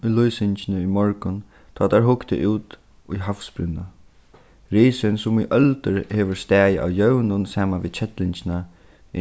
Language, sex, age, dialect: Faroese, male, 15-35, Suðurstreymoy